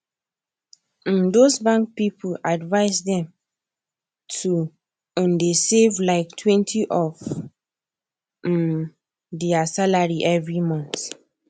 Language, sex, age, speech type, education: Nigerian Pidgin, female, 15-29, spontaneous, tertiary